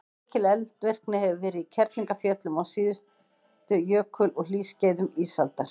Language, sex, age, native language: Icelandic, female, 20-29, Icelandic